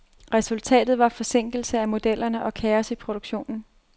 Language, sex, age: Danish, female, 30